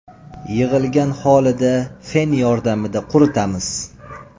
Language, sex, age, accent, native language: Uzbek, male, 25-34, Toshkent viloyati, Uzbek